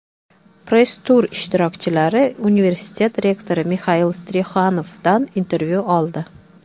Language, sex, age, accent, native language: Uzbek, female, 30-39, Toshkent shahri, Uzbek